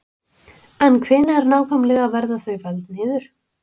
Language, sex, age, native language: Icelandic, female, 20-29, Icelandic